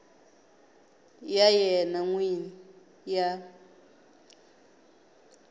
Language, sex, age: Tsonga, female, 19